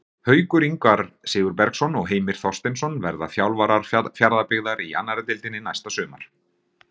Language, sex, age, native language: Icelandic, male, 40-49, Icelandic